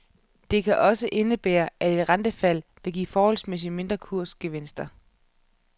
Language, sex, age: Danish, female, 31